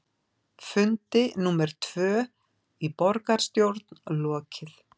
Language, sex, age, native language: Icelandic, female, 50-59, Icelandic